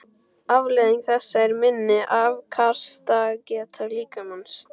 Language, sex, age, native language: Icelandic, male, 12, Icelandic